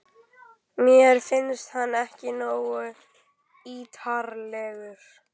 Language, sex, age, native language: Icelandic, male, 11, Icelandic